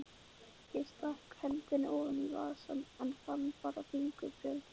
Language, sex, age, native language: Icelandic, male, 11, Icelandic